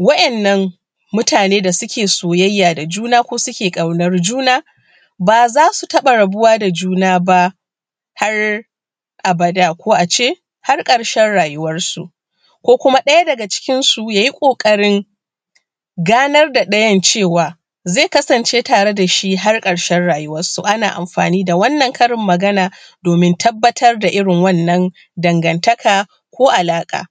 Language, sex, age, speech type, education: Hausa, female, 30-45, spontaneous, primary